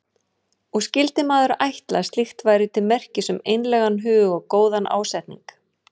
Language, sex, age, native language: Icelandic, female, 40-49, Icelandic